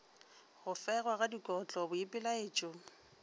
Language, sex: Northern Sotho, female